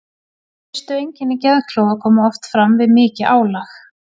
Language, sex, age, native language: Icelandic, female, 40-49, Icelandic